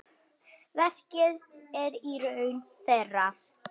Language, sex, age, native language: Icelandic, female, 9, Icelandic